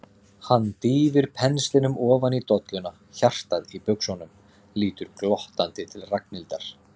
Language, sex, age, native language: Icelandic, male, 30-39, Icelandic